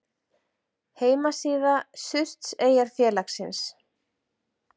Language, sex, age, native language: Icelandic, female, 40-49, Icelandic